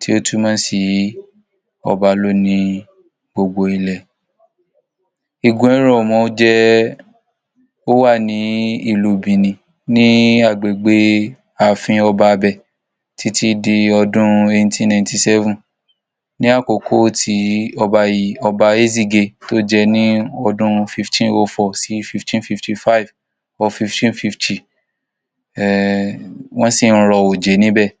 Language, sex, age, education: Yoruba, female, 46-60, tertiary